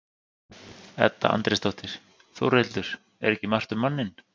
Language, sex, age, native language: Icelandic, male, 30-39, Icelandic